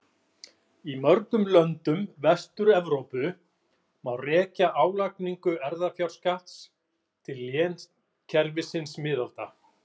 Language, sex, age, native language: Icelandic, male, 40-49, Icelandic